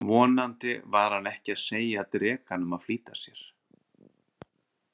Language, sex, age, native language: Icelandic, male, 40-49, Icelandic